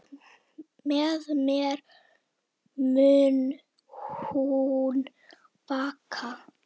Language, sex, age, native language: Icelandic, female, 10, Icelandic